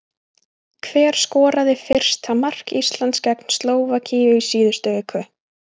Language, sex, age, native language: Icelandic, female, 20-29, Icelandic